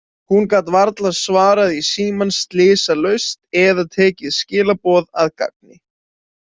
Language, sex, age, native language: Icelandic, male, 20-29, Icelandic